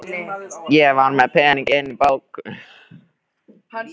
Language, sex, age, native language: Icelandic, male, 13, Icelandic